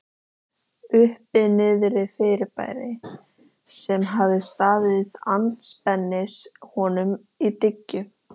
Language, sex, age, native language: Icelandic, female, 13, Icelandic